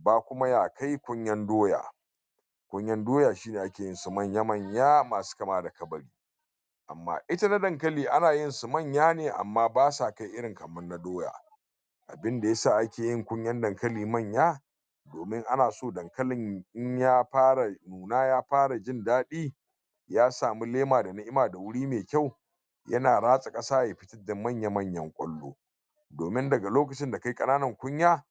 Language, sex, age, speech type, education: Hausa, male, 46-60, spontaneous, tertiary